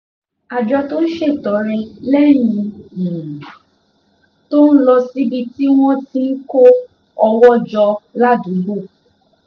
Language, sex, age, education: Yoruba, female, 15-29, tertiary